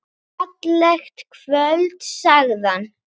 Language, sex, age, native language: Icelandic, female, 8, Icelandic